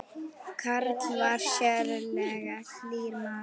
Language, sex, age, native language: Icelandic, female, 9, Icelandic